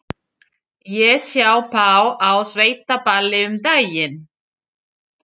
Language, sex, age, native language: Icelandic, female, 40-49, French